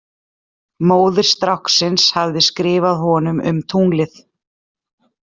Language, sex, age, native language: Icelandic, female, 40-49, Icelandic